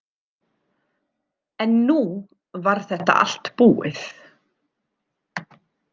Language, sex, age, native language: Icelandic, female, 40-49, German